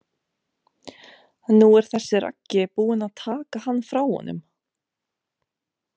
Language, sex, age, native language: Icelandic, female, 30-39, Romanian